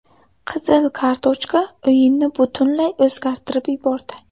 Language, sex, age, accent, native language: Uzbek, female, 18-24, Buxoro, Uzbek